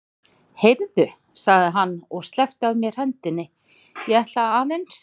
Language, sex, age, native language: Icelandic, male, 40-49, Icelandic